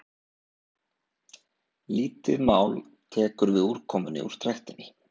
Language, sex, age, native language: Icelandic, male, 20-29, Icelandic